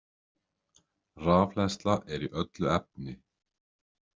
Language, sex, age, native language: Icelandic, male, 30-39, Icelandic